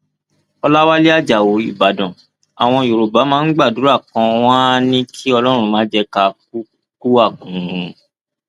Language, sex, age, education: Yoruba, male, 15-29, tertiary